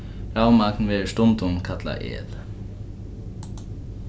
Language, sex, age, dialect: Faroese, male, 15-35, Norðuroyggjar